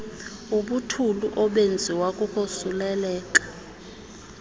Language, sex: Xhosa, female